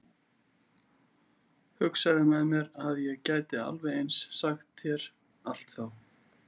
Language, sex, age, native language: Icelandic, male, 40-49, Icelandic